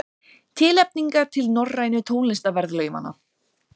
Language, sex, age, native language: Icelandic, female, 30-39, Icelandic